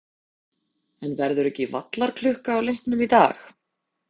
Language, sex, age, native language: Icelandic, female, 30-39, Icelandic